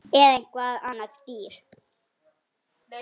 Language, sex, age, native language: Icelandic, female, 18-19, Icelandic